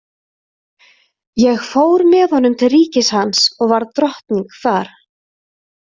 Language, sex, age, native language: Icelandic, female, 30-39, Icelandic